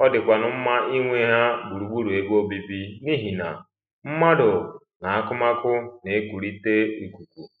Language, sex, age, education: Igbo, male, 15-29, primary